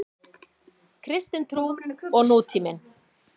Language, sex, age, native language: Icelandic, female, 50-59, Icelandic